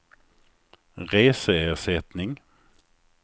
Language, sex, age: Swedish, male, 49